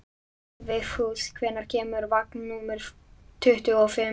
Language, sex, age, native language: Icelandic, male, 11, Icelandic